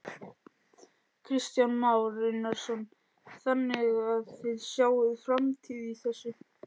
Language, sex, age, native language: Icelandic, other, 11, Icelandic